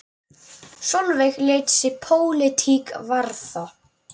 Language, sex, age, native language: Icelandic, male, 9, Icelandic